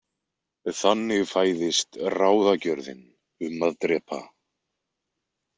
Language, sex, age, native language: Icelandic, male, 20-29, Icelandic